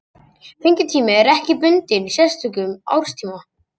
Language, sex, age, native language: Icelandic, male, 18-19, Icelandic